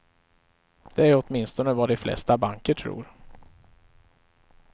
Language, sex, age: Swedish, male, 35